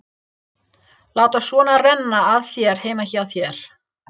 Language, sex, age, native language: Icelandic, female, 30-39, English